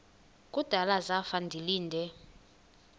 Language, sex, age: Xhosa, female, 20